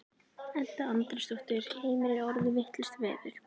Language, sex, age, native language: Icelandic, female, 11, Icelandic